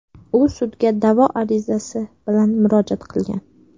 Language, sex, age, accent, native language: Uzbek, female, 18-24, Sirdaryo, Uzbek